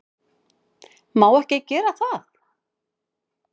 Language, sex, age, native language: Icelandic, female, 50-59, Icelandic